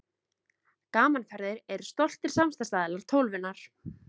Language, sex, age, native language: Icelandic, female, 20-29, Icelandic